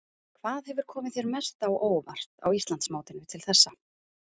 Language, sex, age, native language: Icelandic, female, 30-39, Icelandic